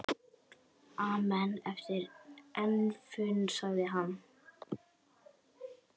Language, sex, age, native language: Icelandic, male, 10, Icelandic